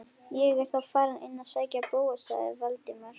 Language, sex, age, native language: Icelandic, female, 11, Icelandic